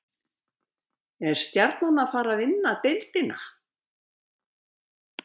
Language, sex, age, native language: Icelandic, female, 70-79, Icelandic